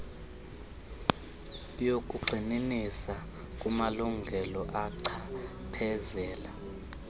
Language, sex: Xhosa, male